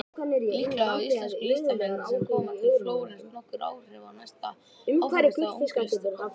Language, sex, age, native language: Icelandic, female, 18-19, Icelandic